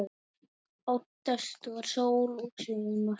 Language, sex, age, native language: Icelandic, male, 9, Icelandic